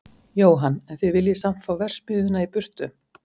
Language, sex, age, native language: Icelandic, male, 50-59, Icelandic